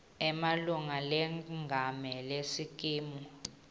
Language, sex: Swati, female